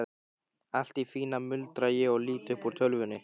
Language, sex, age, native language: Icelandic, male, 15, Icelandic